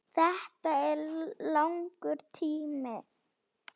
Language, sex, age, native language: Icelandic, female, 8, Slovak